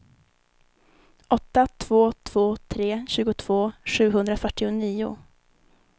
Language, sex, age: Swedish, female, 19